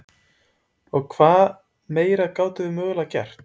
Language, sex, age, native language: Icelandic, male, 20-29, Icelandic